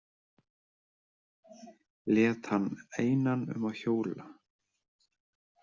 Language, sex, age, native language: Icelandic, male, 30-39, Icelandic